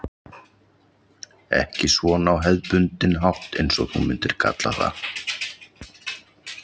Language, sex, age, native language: Icelandic, male, 40-49, Icelandic